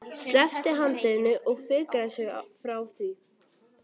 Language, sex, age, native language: Icelandic, female, 12, Icelandic